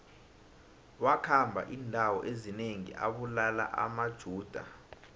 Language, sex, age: South Ndebele, male, 19